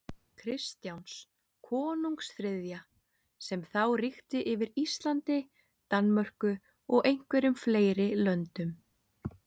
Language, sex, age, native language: Icelandic, female, 30-39, Icelandic